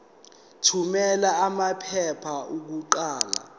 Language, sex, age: Zulu, male, 19